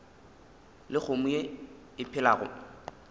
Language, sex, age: Northern Sotho, male, 21